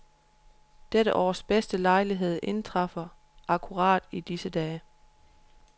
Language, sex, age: Danish, female, 31